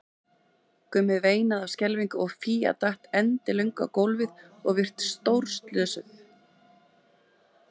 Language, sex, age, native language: Icelandic, female, 30-39, Icelandic